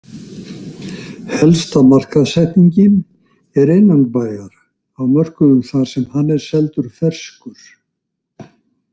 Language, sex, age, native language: Icelandic, male, 60-69, Icelandic